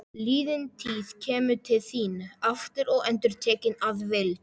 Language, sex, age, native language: Icelandic, male, 11, Polish